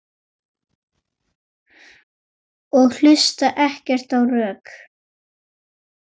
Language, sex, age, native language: Icelandic, male, 9, Icelandic